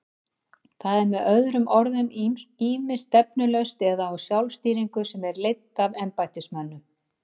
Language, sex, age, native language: Icelandic, female, 50-59, Icelandic